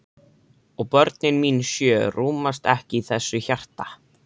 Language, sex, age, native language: Icelandic, male, 13, Icelandic